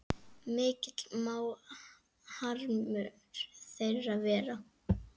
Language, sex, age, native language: Icelandic, female, 8, Icelandic